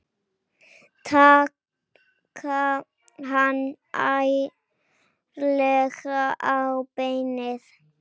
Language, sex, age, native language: Icelandic, female, 10, Icelandic